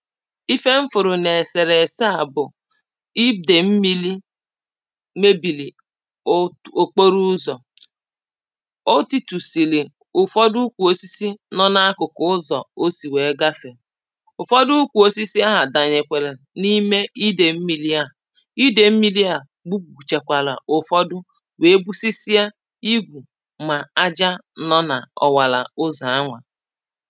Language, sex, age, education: Igbo, female, 30-45, primary